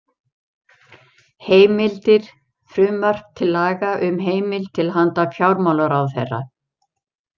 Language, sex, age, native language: Icelandic, female, 70-79, Icelandic